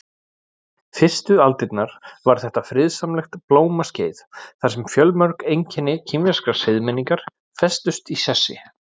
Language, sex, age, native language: Icelandic, male, 40-49, Icelandic